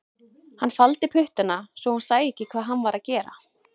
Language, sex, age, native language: Icelandic, female, 20-29, Icelandic